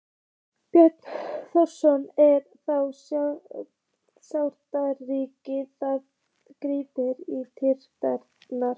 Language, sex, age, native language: Icelandic, female, 15, Icelandic